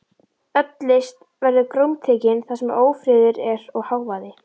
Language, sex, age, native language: Icelandic, female, 12, Icelandic